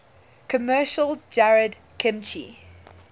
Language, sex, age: English, female, 20